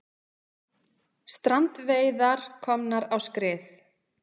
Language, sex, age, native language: Icelandic, female, 30-39, Icelandic